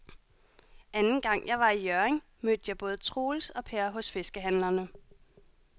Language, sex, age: Danish, female, 30